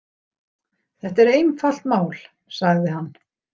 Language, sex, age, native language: Icelandic, female, 60-69, Icelandic